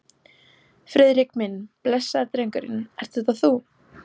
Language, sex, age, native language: Icelandic, female, 14, Icelandic